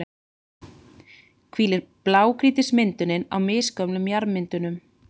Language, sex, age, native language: Icelandic, female, 30-39, Icelandic